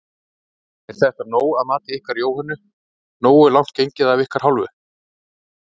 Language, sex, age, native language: Icelandic, male, 30-39, Icelandic